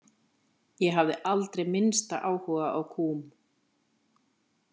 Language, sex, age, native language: Icelandic, female, 50-59, Icelandic